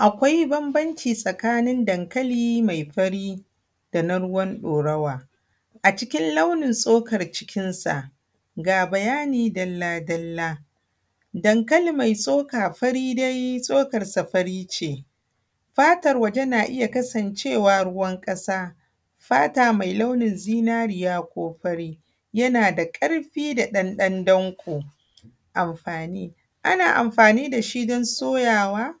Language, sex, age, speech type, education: Hausa, female, 30-45, spontaneous, primary